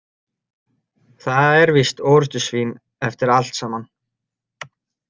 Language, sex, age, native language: Icelandic, male, 30-39, Icelandic